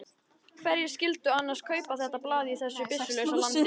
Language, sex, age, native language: Icelandic, female, 13, Icelandic